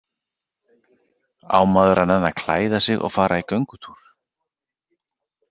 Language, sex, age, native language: Icelandic, male, 40-49, Icelandic